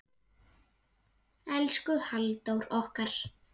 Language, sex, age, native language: Icelandic, female, 8, Icelandic